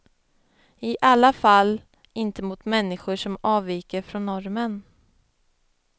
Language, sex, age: Swedish, female, 25